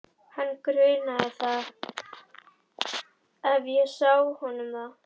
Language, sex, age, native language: Icelandic, female, 11, Icelandic